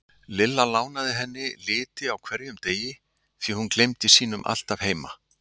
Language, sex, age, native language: Icelandic, male, 60-69, Icelandic